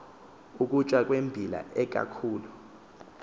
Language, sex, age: Xhosa, male, 24